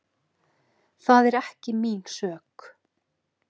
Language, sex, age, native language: Icelandic, female, 40-49, Icelandic